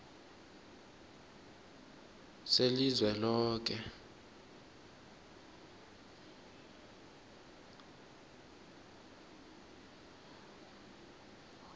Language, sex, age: South Ndebele, male, 22